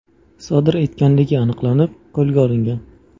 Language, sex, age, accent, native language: Uzbek, male, under 19, Buxoro, Uzbek